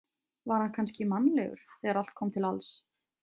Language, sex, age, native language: Icelandic, female, 20-29, Icelandic